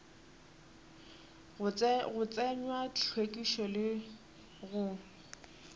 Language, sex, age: Northern Sotho, female, 27